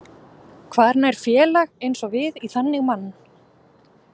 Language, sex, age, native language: Icelandic, female, 20-29, Icelandic